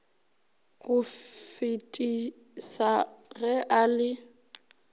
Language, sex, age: Northern Sotho, female, 23